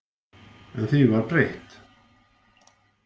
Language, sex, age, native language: Icelandic, male, 50-59, Icelandic